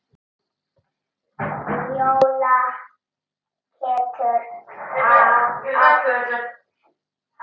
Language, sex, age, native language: Icelandic, male, 6, Italian